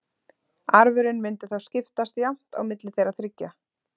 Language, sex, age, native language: Icelandic, female, 30-39, Icelandic